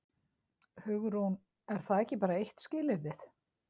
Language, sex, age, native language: Icelandic, female, 60-69, Icelandic